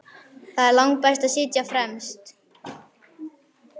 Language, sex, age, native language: Icelandic, male, 11, Icelandic